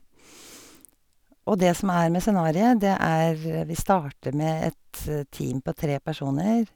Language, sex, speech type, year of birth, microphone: Norwegian, female, spontaneous, 1951, Sennheiser